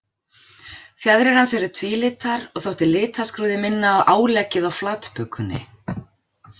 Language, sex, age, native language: Icelandic, female, 40-49, Icelandic